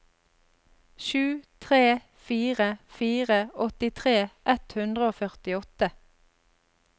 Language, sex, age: Norwegian, female, 32